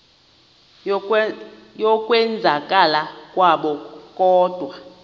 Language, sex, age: Xhosa, female, 38